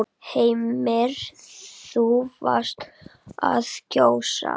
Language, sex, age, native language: Icelandic, female, 8, Icelandic